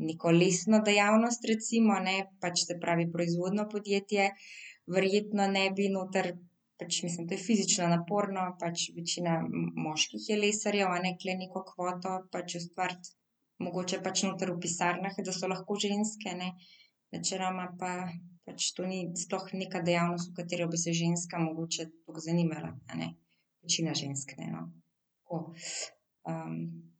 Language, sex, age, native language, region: Slovenian, female, 18-29, Slovenian, Central Slovenia